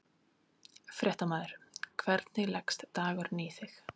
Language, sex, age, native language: Icelandic, female, 30-39, Icelandic